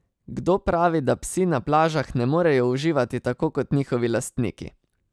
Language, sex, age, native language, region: Slovenian, male, 30-49, Slovenian, Savinja region